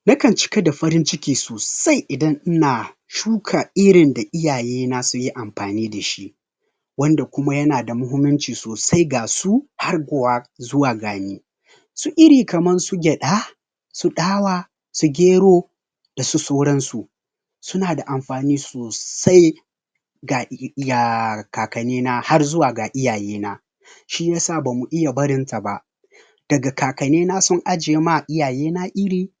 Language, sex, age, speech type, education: Hausa, male, 30-45, spontaneous, tertiary